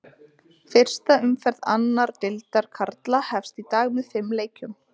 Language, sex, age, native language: Icelandic, female, 20-29, Icelandic